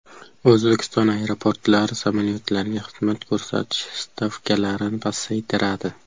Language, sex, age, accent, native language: Uzbek, male, 12-17, Qashqadaryo, Uzbek